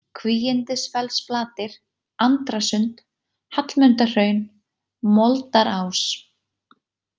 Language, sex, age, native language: Icelandic, female, 20-29, Icelandic